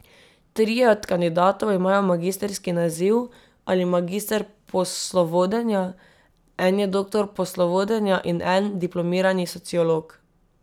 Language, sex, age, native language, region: Slovenian, female, 18-29, Slovenian, Drava region